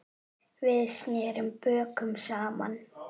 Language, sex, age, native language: Icelandic, female, 8, Icelandic